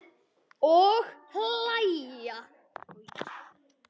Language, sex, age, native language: Icelandic, male, 10, Icelandic